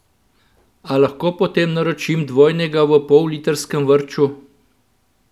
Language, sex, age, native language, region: Slovenian, male, 50-59, Slovenian, Central Slovenia